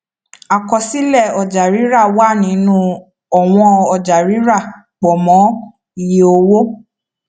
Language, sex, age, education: Yoruba, female, 15-29, tertiary